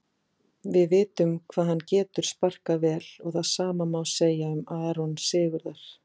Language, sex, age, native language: Icelandic, female, 40-49, Icelandic